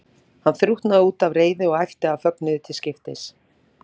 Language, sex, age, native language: Icelandic, female, 40-49, Icelandic